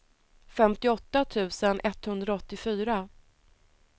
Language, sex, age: Swedish, female, 30